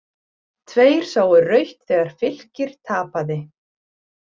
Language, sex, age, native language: Icelandic, female, 40-49, Icelandic